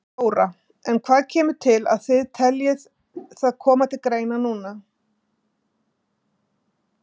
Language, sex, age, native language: Icelandic, female, 50-59, Icelandic